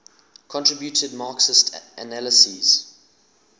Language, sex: English, male